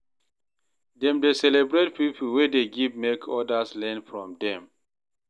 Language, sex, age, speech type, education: Nigerian Pidgin, male, 30-45, read, tertiary